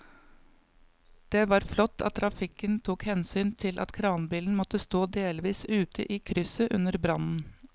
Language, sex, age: Norwegian, female, 55